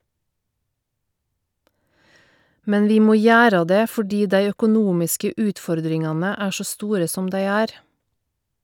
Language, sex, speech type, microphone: Norwegian, female, read, Shure